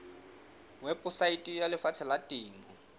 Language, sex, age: Southern Sotho, male, 18